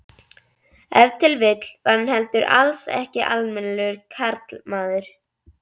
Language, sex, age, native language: Icelandic, female, 11, Icelandic